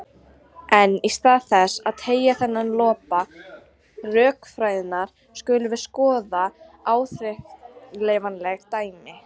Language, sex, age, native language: Icelandic, female, 40-49, Icelandic